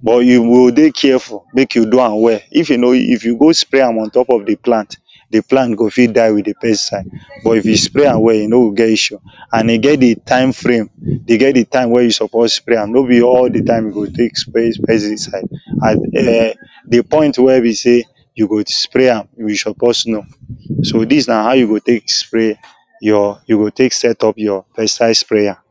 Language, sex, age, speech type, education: Nigerian Pidgin, male, 15-29, spontaneous, tertiary